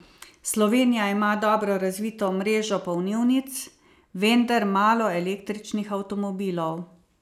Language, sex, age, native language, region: Slovenian, female, 50-59, Slovenian, Savinja region